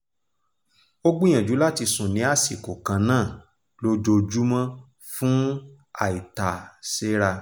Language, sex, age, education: Yoruba, male, 15-29, tertiary